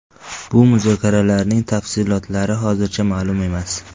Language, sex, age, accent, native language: Uzbek, male, 18-24, Farg'ona, Tajik